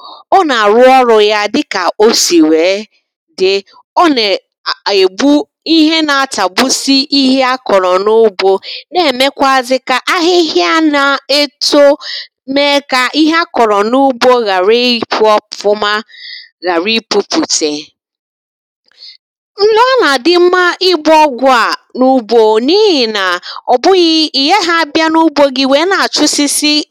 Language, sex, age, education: Igbo, female, 30-45, tertiary